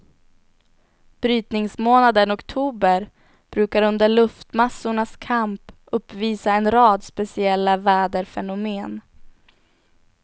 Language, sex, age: Swedish, female, 18